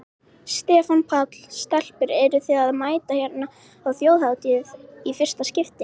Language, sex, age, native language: Icelandic, female, 18-19, Icelandic